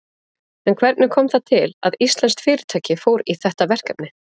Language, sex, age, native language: Icelandic, female, 30-39, Icelandic